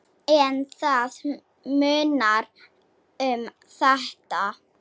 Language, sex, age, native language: Icelandic, female, 7, Slovak